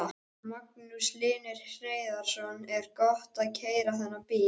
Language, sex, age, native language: Icelandic, male, 12, Icelandic